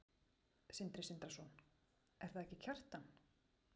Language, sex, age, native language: Icelandic, female, 40-49, Icelandic